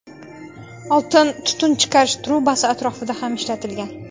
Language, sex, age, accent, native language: Uzbek, female, 19-29, Xorazm, Uzbek